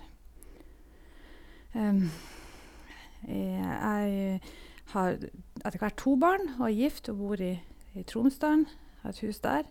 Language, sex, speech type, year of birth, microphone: Norwegian, female, spontaneous, 1972, Sennheiser